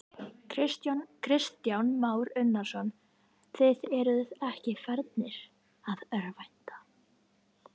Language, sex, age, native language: Icelandic, female, 11, Icelandic